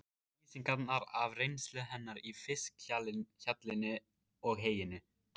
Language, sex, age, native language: Icelandic, male, 14, Icelandic